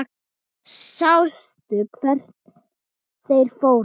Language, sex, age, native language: Icelandic, female, 10, Thai